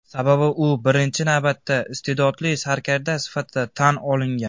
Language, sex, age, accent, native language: Uzbek, male, 19-29, Andijon, Uzbek